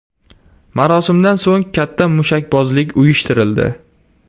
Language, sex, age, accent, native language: Uzbek, male, 18-24, Surxondaryo, Uzbek